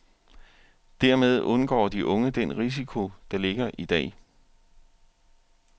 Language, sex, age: Danish, male, 41